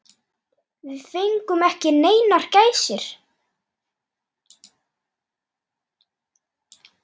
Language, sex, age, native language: Icelandic, male, 8, Icelandic